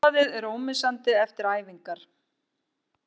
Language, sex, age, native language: Icelandic, female, 50-59, Icelandic